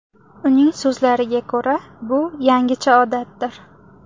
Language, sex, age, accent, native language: Uzbek, female, 18-24, Samarqand, Uzbek